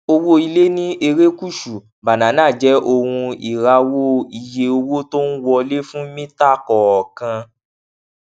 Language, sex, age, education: Yoruba, male, 15-29, tertiary